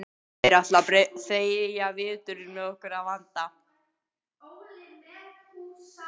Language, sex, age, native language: Icelandic, female, 12, Icelandic